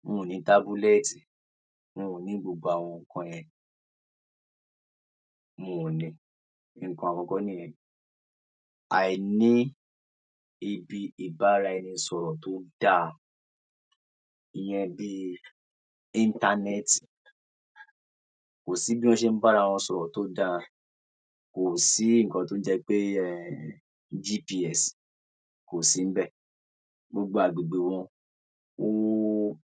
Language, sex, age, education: Yoruba, male, 46-60, tertiary